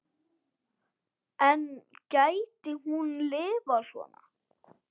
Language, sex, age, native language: Icelandic, male, 8, Icelandic